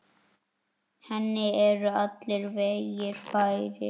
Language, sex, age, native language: Icelandic, male, 9, Icelandic